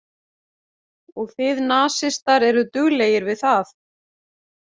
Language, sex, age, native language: Icelandic, female, 40-49, Icelandic